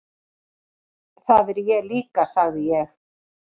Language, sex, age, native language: Icelandic, female, 40-49, Icelandic